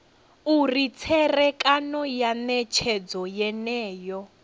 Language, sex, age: Venda, female, 30